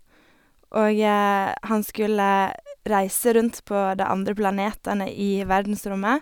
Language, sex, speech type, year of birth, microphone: Norwegian, female, spontaneous, 1989, Sennheiser